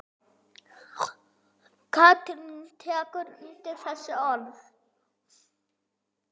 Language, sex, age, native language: Icelandic, male, 9, Icelandic